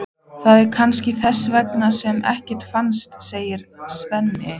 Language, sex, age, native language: Icelandic, female, 14, Icelandic